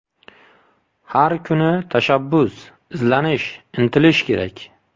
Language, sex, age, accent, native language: Uzbek, male, 25-34, Qashqadaryo, Uzbek